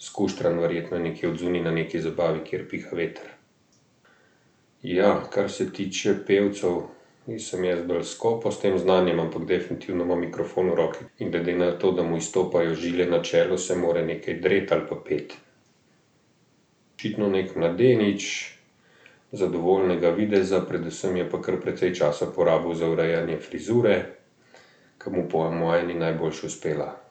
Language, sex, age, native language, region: Slovenian, male, 50-59, Slovenian, Central Slovenia